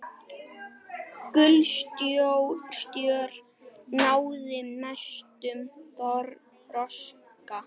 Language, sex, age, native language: Icelandic, male, 9, Icelandic